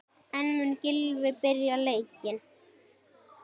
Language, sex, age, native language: Icelandic, female, 10, Icelandic